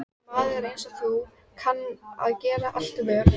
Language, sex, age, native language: Icelandic, female, 14, Icelandic